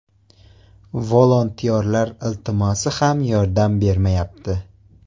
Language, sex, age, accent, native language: Uzbek, male, 18-24, Surxondaryo, Uzbek